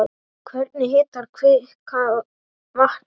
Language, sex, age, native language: Icelandic, male, 8, Icelandic